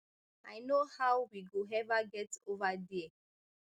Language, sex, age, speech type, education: Nigerian Pidgin, female, 30-45, spontaneous, tertiary